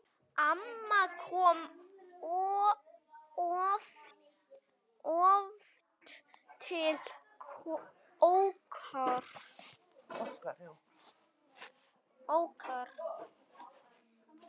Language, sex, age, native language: Icelandic, male, 9, Icelandic